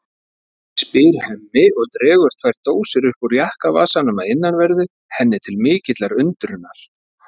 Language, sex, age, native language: Icelandic, male, 40-49, Icelandic